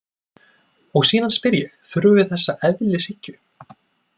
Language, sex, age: Icelandic, male, 20-29